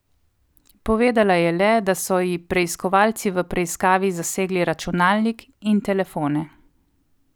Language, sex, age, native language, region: Slovenian, female, 30-49, Slovenian, Coastal Karst region